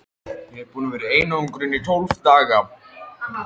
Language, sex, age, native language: Icelandic, male, 13, Icelandic